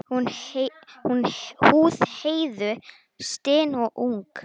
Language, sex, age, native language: Icelandic, female, 9, Icelandic